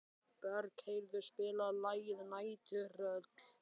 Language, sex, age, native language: Icelandic, male, 12, Icelandic